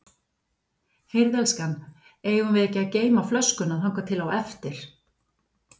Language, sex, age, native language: Icelandic, female, 50-59, Icelandic